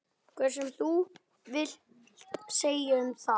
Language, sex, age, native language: Icelandic, male, 11, Icelandic